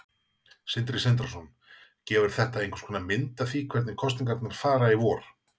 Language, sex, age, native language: Icelandic, male, 40-49, Icelandic